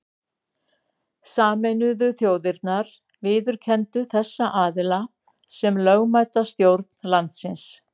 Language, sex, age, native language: Icelandic, female, 60-69, Icelandic